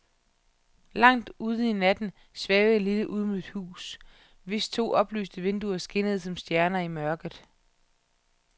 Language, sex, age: Danish, female, 31